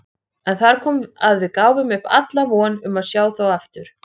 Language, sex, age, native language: Icelandic, female, 30-39, Icelandic